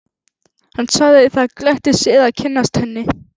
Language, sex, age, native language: Icelandic, female, 11, Icelandic